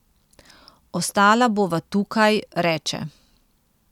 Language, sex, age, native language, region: Slovenian, female, 30-49, Slovenian, Central Slovenia